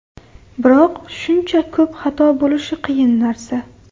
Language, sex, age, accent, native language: Uzbek, female, 18-24, Farg'ona, Uzbek